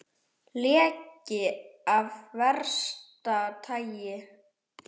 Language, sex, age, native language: Icelandic, male, 10, Icelandic